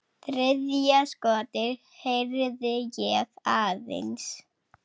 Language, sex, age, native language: Icelandic, female, 10, Icelandic